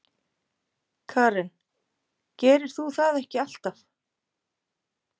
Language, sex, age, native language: Icelandic, female, 50-59, Icelandic